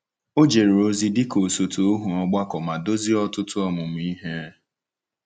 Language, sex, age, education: Igbo, male, 15-29, secondary